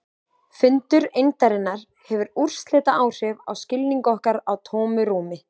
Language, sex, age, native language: Icelandic, female, 20-29, Icelandic